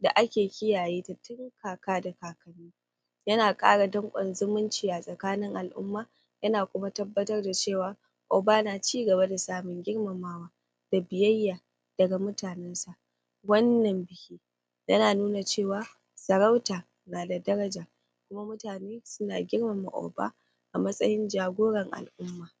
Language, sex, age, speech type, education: Hausa, female, 15-29, spontaneous, primary